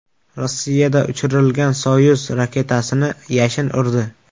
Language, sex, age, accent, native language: Uzbek, male, 25-34, Samarqand, Uzbek